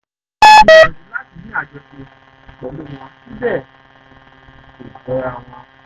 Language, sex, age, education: Yoruba, male, 15-29, tertiary